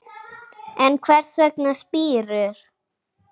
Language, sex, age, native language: Icelandic, female, 8, Icelandic